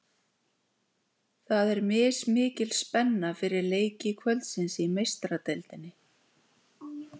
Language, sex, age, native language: Icelandic, female, 40-49, Icelandic